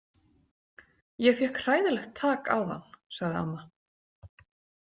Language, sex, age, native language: Icelandic, female, 40-49, Icelandic